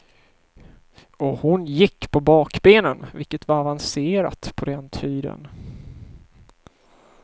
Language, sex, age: Swedish, male, 31